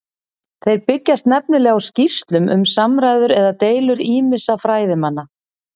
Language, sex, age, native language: Icelandic, female, 40-49, Icelandic